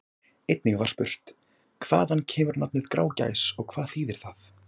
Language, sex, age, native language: Icelandic, male, 18-19, Icelandic